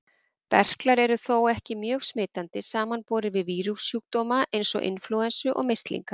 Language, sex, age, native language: Icelandic, female, 40-49, Icelandic